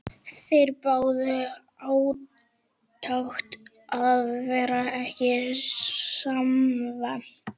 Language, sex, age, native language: Icelandic, male, 11, Icelandic